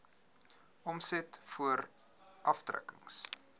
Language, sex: Afrikaans, male